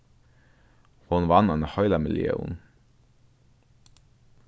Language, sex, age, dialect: Faroese, male, 15-35, Norðurstreymoy/Eysturoy